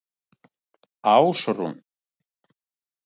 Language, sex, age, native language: Icelandic, male, 50-59, Icelandic